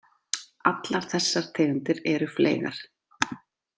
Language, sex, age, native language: Icelandic, female, 40-49, Icelandic